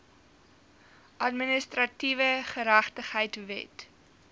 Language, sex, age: Afrikaans, female, 19